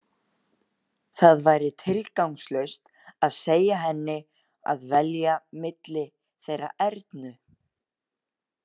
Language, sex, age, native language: Icelandic, male, 18-19, Icelandic